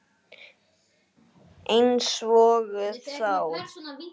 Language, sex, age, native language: Icelandic, female, 8, Icelandic